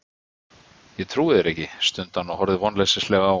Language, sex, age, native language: Icelandic, male, 50-59, Icelandic